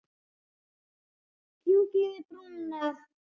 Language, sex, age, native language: Icelandic, male, 8, Icelandic